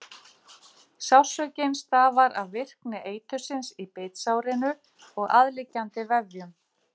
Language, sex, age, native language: Icelandic, female, 50-59, Icelandic